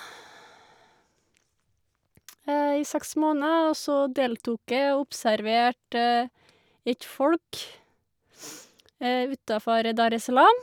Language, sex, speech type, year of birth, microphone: Norwegian, female, spontaneous, 1984, Shure